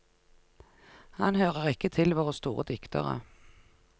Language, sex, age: Norwegian, female, 49